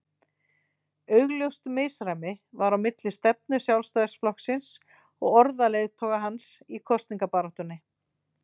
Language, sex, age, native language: Icelandic, female, 40-49, Icelandic